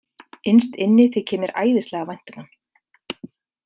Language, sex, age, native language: Icelandic, female, 50-59, Icelandic